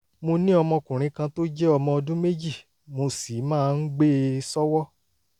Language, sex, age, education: Yoruba, male, 30-45, tertiary